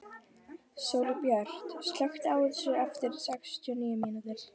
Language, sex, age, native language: Icelandic, female, 12, Icelandic